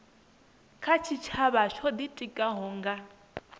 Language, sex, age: Venda, female, 22